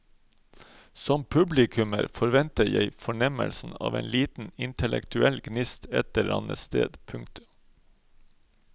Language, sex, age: Norwegian, male, 31